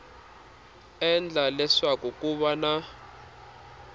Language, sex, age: Tsonga, male, 26